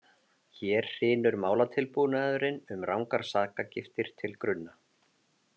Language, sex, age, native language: Icelandic, male, 40-49, Icelandic